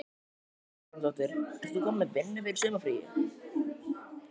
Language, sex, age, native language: Icelandic, male, 12, Icelandic